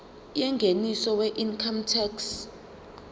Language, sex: Zulu, female